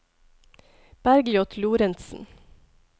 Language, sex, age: Norwegian, female, 42